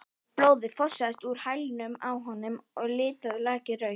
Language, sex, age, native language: Icelandic, female, 12, Icelandic